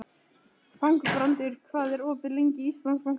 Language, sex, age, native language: Icelandic, female, 13, Icelandic